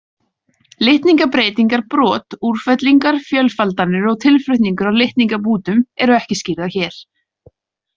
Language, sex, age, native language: Icelandic, female, 30-39, Icelandic